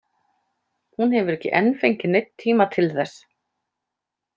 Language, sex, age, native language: Icelandic, female, 30-39, Icelandic